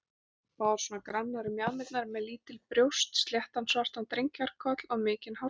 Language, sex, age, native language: Icelandic, female, 40-49, Icelandic